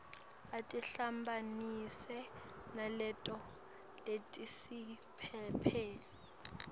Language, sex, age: Swati, female, 18